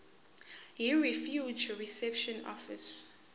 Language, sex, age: Zulu, female, 18